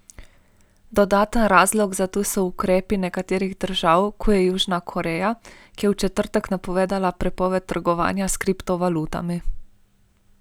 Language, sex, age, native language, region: Slovenian, female, 18-29, Slovenian, Primorsko-notranjska region